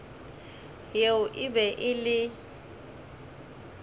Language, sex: Northern Sotho, male